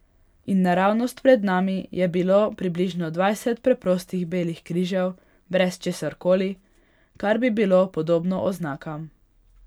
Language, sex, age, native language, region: Slovenian, female, 18-29, Hungarian, Pomurje region